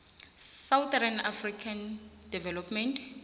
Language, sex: South Ndebele, female